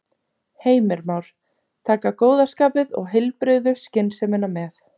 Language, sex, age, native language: Icelandic, female, 30-39, Icelandic